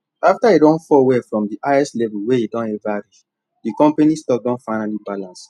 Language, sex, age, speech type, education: Nigerian Pidgin, male, 15-29, spontaneous, tertiary